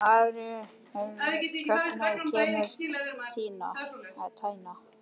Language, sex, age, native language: Icelandic, male, 11, Icelandic